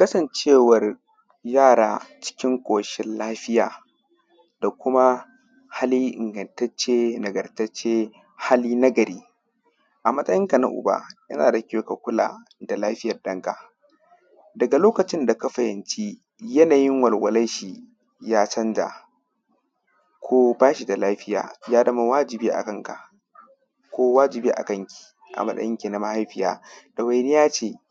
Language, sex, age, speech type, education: Hausa, male, 15-29, spontaneous, tertiary